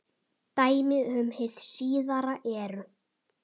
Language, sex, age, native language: Icelandic, male, 10, Icelandic